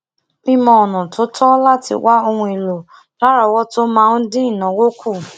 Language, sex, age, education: Yoruba, female, 15-29, tertiary